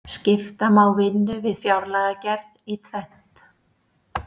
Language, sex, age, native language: Icelandic, female, 60-69, Icelandic